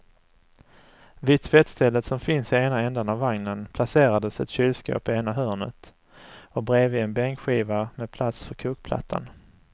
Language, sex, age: Swedish, male, 35